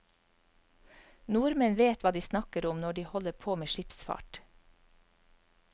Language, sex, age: Norwegian, female, 44